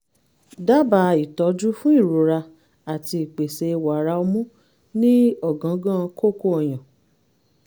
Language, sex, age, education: Yoruba, female, 30-45, tertiary